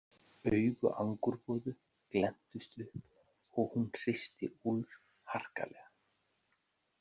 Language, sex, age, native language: Icelandic, male, 40-49, Icelandic